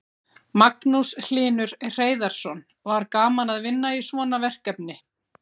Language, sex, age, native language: Icelandic, female, 40-49, Icelandic